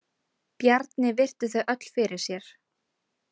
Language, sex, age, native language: Icelandic, female, 18-19, Icelandic